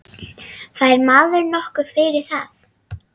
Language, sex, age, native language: Icelandic, female, 7, Icelandic